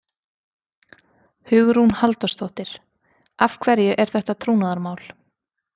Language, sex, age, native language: Icelandic, female, 30-39, Icelandic